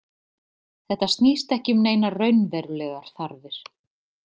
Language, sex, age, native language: Icelandic, female, 30-39, Icelandic